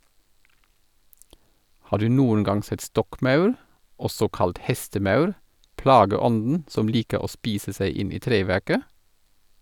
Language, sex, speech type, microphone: Norwegian, male, read, Sennheiser